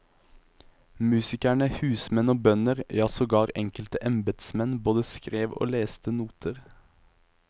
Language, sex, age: Norwegian, male, 23